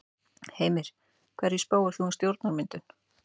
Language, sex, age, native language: Icelandic, male, 12, Icelandic